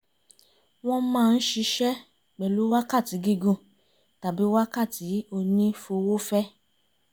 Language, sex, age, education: Yoruba, female, 30-45, tertiary